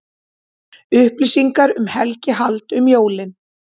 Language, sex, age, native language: Icelandic, female, 30-39, Icelandic